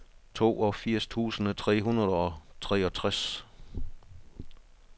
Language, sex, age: Danish, male, 62